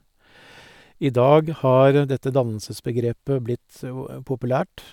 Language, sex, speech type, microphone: Norwegian, male, spontaneous, Sennheiser